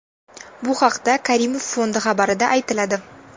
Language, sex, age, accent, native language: Uzbek, female, 19-29, Toshkent viloyati, Uzbek